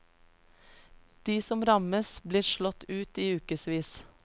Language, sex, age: Norwegian, female, 33